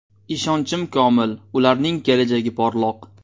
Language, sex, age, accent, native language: Uzbek, male, 19-29, Namangan, Uzbek